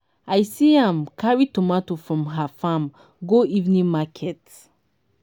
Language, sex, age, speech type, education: Nigerian Pidgin, female, 15-29, spontaneous, tertiary